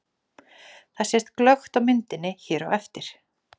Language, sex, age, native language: Icelandic, female, 40-49, Icelandic